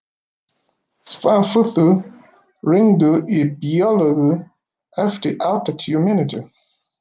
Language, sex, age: Icelandic, male, 50-59